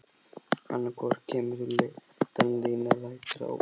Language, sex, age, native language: Icelandic, male, 11, Icelandic